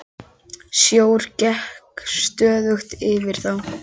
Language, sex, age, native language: Icelandic, male, 10, Icelandic